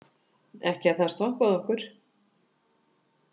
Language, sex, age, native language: Icelandic, female, 50-59, Icelandic